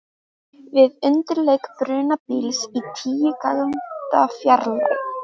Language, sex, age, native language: Icelandic, female, 13, Icelandic